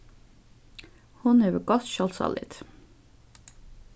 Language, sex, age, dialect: Faroese, female, 15-35, Suðurstreymoy